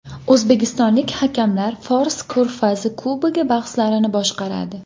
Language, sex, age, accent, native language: Uzbek, female, 19-29, Andijon, Uzbek